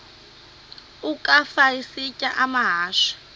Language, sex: Xhosa, female